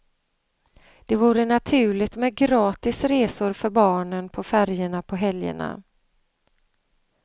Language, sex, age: Swedish, female, 35